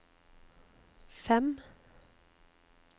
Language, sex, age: Norwegian, female, 25